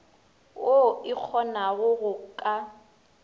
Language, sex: Northern Sotho, female